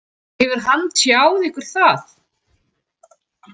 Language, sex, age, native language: Icelandic, female, 40-49, Icelandic